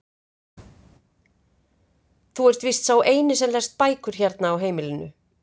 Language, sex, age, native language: Icelandic, female, 50-59, Icelandic